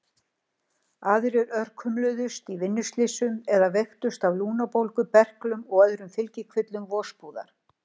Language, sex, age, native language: Icelandic, female, 60-69, Icelandic